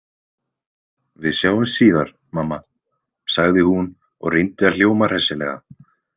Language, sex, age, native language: Icelandic, male, 20-29, Icelandic